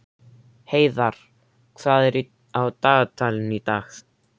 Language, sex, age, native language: Icelandic, male, 13, Icelandic